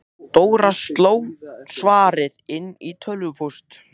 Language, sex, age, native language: Icelandic, male, 14, Icelandic